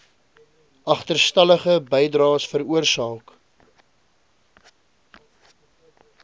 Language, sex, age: Afrikaans, male, 20